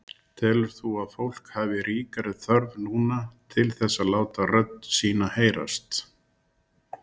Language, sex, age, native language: Icelandic, male, 60-69, Icelandic